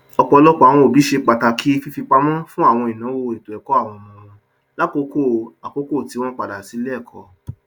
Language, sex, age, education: Yoruba, male, 30-45, tertiary